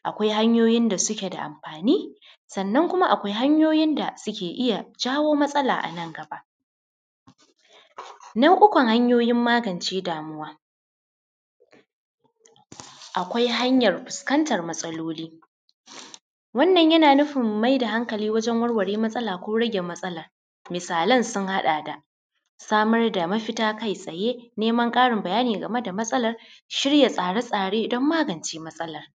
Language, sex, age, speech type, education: Hausa, female, 30-45, spontaneous, primary